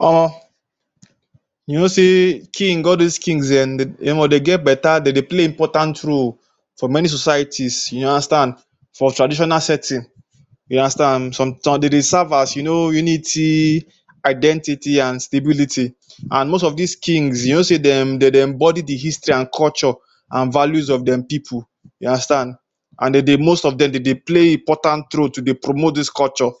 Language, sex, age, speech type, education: Nigerian Pidgin, male, 15-29, spontaneous, tertiary